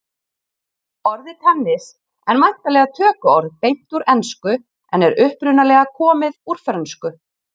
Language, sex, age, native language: Icelandic, female, 40-49, Icelandic